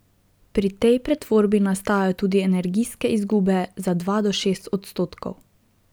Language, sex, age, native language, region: Slovenian, female, 18-29, Slovenian, Drava region